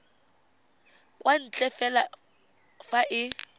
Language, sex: Tswana, female